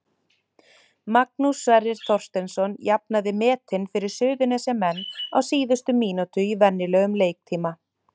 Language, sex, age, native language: Icelandic, male, 30-39, Icelandic